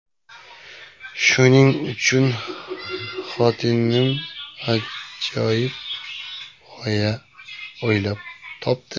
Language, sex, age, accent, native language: Uzbek, male, 25-34, Sirdaryo, Uzbek